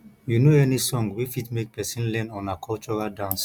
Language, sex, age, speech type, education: Nigerian Pidgin, male, 15-29, spontaneous, tertiary